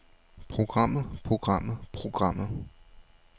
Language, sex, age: Danish, male, 21